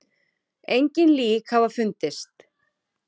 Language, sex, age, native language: Icelandic, female, 30-39, Icelandic